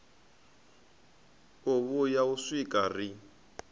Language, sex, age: Venda, male, 25